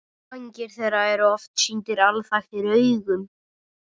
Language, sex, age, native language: Icelandic, male, 18-19, Icelandic